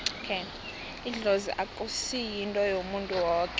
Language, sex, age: South Ndebele, female, 18